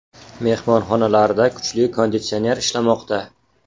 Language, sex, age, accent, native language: Uzbek, male, 18-24, Qashqadaryo, Uzbek